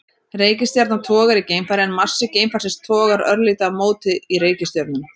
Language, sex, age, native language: Icelandic, female, 30-39, Icelandic